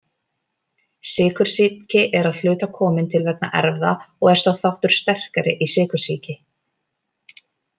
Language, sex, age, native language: Icelandic, female, 30-39, Icelandic